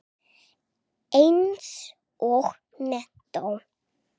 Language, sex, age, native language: Icelandic, male, 8, Icelandic